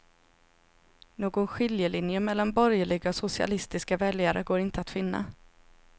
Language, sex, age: Swedish, female, 26